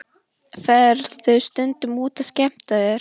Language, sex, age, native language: Icelandic, female, 11, Icelandic